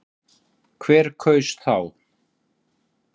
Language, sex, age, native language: Icelandic, male, 40-49, Icelandic